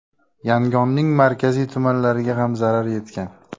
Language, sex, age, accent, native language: Uzbek, male, 25-34, Toshkent viloyati, Uzbek